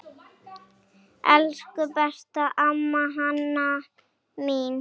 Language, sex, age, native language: Icelandic, female, 10, Icelandic